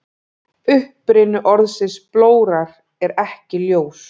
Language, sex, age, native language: Icelandic, female, 30-39, Icelandic